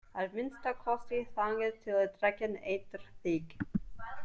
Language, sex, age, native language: Icelandic, female, 20-29, English